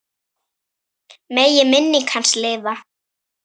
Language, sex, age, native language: Icelandic, female, 9, Icelandic